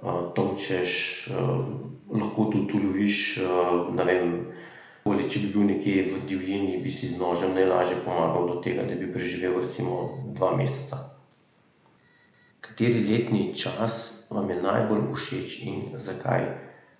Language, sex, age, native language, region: Slovenian, male, 30-49, Slovenian, Central Slovenia